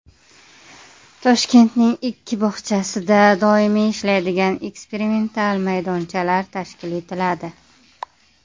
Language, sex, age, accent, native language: Uzbek, female, 30-39, Qashqadaryo, Uzbek